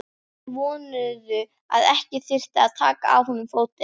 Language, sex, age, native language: Icelandic, female, 12, Icelandic